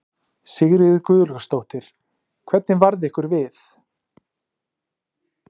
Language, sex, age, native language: Icelandic, male, 40-49, Icelandic